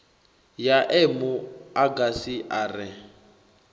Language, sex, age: Venda, male, 21